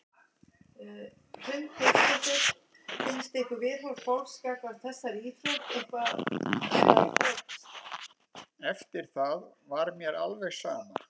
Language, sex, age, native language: Icelandic, male, 50-59, Icelandic